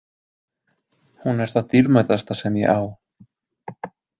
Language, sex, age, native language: Icelandic, male, 20-29, Icelandic